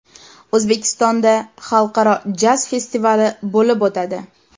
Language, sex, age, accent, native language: Uzbek, female, 18-24, Toshkent viloyati, Uzbek